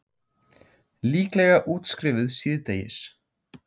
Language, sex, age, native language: Icelandic, male, 16, Icelandic